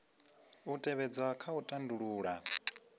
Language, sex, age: Venda, male, 25